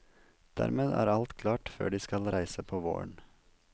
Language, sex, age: Norwegian, male, 27